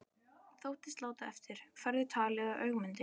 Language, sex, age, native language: Icelandic, female, 13, Icelandic